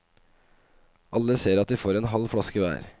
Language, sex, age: Norwegian, male, 25